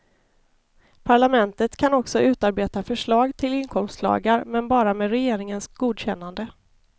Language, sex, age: Swedish, female, 33